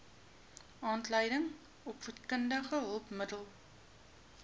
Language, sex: Afrikaans, female